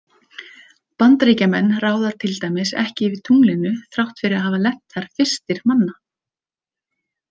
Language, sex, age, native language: Icelandic, female, 30-39, Icelandic